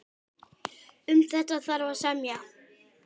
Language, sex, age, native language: Icelandic, male, 10, Icelandic